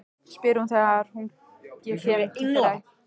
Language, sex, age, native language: Icelandic, female, 15, Icelandic